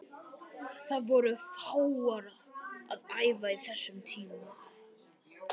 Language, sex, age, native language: Icelandic, male, 12, Icelandic